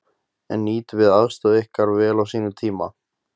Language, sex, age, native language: Icelandic, male, 20-29, Icelandic